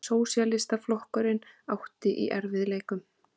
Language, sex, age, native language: Icelandic, female, 30-39, Icelandic